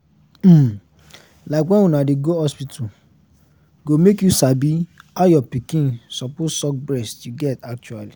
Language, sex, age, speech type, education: Nigerian Pidgin, male, 15-29, spontaneous, tertiary